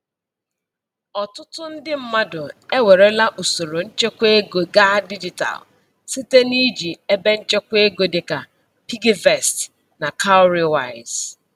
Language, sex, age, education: Igbo, female, 46-60, tertiary